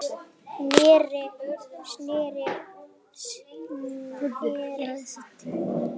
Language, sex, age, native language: Icelandic, male, 7, Icelandic